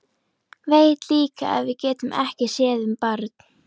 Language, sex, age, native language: Icelandic, female, 11, Icelandic